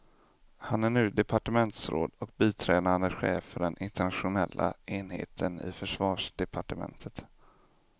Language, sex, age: Swedish, male, 25